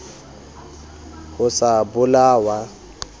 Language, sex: Southern Sotho, male